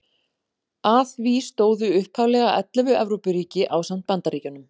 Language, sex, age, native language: Icelandic, female, 40-49, Icelandic